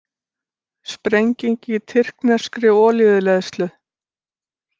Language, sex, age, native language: Icelandic, female, 60-69, Icelandic